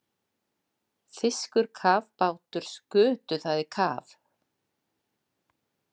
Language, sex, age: Icelandic, female, 60-69